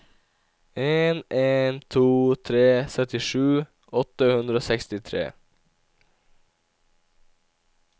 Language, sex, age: Norwegian, male, 17